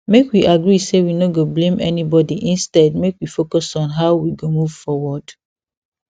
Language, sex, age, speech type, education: Nigerian Pidgin, female, 15-29, spontaneous, secondary